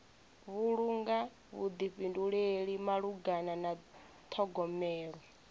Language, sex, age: Venda, female, 24